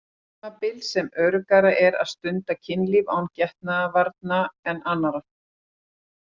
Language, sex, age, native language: Icelandic, female, 40-49, Icelandic